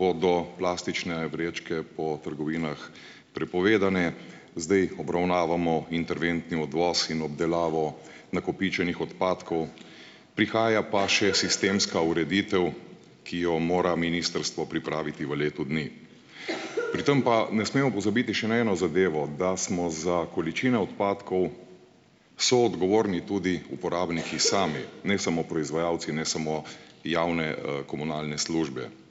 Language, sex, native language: Slovenian, male, Slovenian